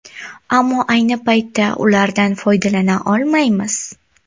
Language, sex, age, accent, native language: Uzbek, female, 19-29, Toshkent viloyati, Uzbek